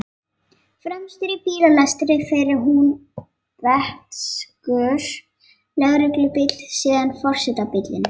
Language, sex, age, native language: Icelandic, female, 11, Icelandic